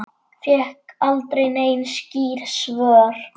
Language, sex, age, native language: Icelandic, male, 9, Icelandic